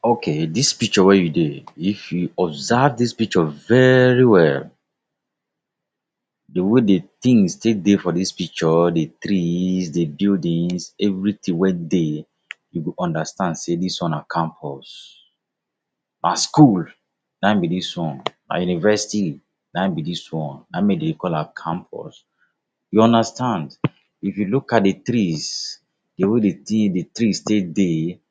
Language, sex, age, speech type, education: Nigerian Pidgin, male, 46-60, spontaneous, tertiary